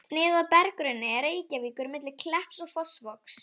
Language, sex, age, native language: Icelandic, female, 11, Icelandic